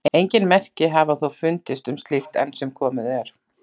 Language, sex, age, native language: Icelandic, female, 40-49, Icelandic